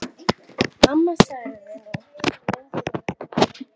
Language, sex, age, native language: Icelandic, female, 10, Icelandic